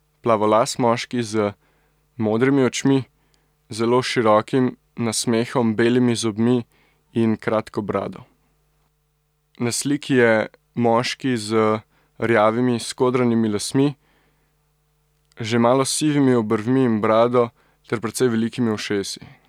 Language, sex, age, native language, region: Slovenian, male, 18-29, Slovenian, Central Slovenia